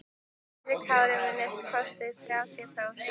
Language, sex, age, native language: Icelandic, female, 15, Icelandic